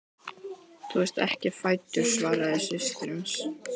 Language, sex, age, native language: Icelandic, male, 12, Icelandic